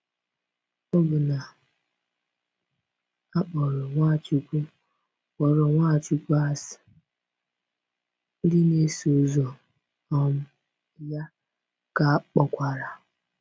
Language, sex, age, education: Igbo, female, 15-29, tertiary